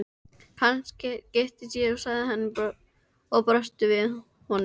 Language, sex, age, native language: Icelandic, female, 13, Icelandic